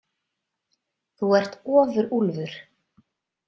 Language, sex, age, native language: Icelandic, female, 30-39, Icelandic